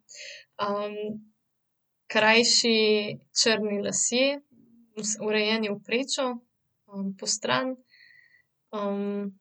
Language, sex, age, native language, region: Slovenian, female, 30-49, Slovenian, Central Slovenia